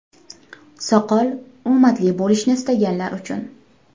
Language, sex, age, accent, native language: Uzbek, female, 18-24, Andijon, Uzbek